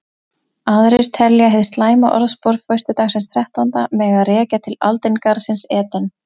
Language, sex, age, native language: Icelandic, female, 20-29, Icelandic